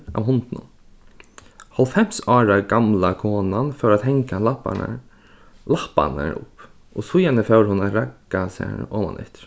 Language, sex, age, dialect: Faroese, male, 15-35, Norðurstreymoy/Eysturoy